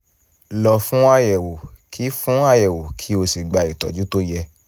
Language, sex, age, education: Yoruba, male, 15-29, tertiary